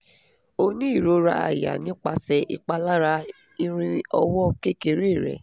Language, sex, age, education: Yoruba, female, 15-29, tertiary